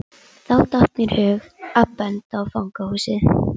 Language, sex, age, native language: Icelandic, female, 11, Icelandic